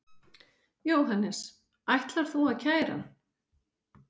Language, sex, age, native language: Icelandic, female, 50-59, Icelandic